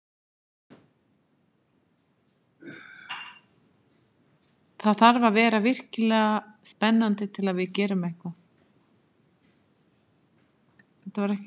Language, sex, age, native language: Icelandic, female, 50-59, Icelandic